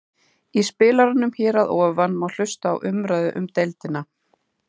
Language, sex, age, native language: Icelandic, female, 30-39, Icelandic